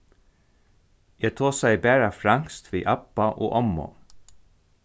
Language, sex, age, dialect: Faroese, male, 36-60, Norðurstreymoy/Eysturoy